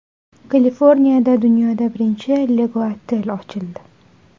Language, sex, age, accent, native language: Uzbek, female, 18-24, Navoiy, Uzbek